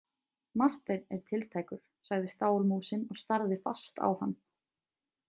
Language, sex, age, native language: Icelandic, female, 20-29, Icelandic